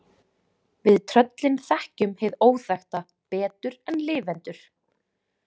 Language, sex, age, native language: Icelandic, female, 20-29, Icelandic